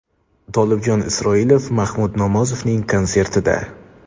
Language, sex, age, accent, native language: Uzbek, male, 18-24, Namangan, Uzbek